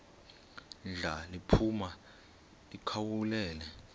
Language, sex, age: Xhosa, male, 19